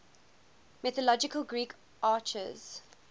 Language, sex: English, female